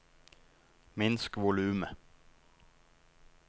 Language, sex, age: Norwegian, male, 19